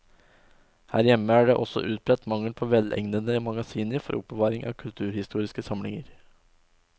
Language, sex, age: Norwegian, male, 20